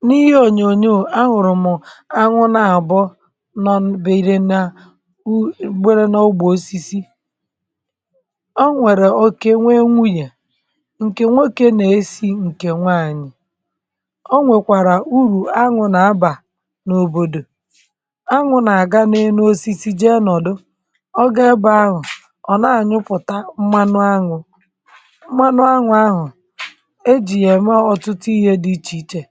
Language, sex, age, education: Igbo, male, 30-45, tertiary